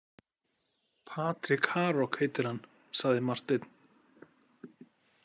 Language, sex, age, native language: Icelandic, male, 40-49, Icelandic